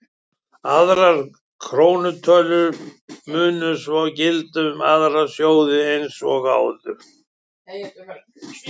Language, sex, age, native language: Icelandic, male, 70-79, Icelandic